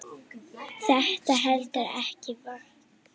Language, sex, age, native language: Icelandic, female, 8, Icelandic